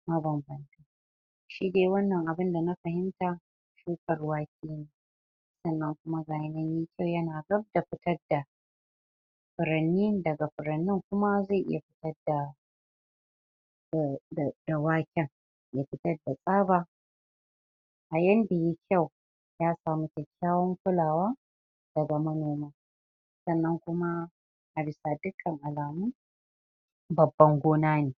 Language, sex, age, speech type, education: Hausa, female, 30-45, spontaneous, tertiary